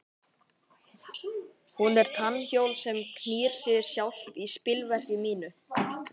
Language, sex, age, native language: Icelandic, male, 11, Icelandic